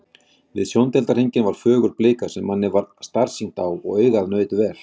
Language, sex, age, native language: Icelandic, male, 40-49, Icelandic